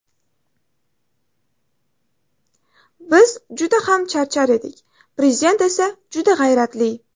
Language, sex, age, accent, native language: Uzbek, female, 18-24, Toshkent shahri, Uzbek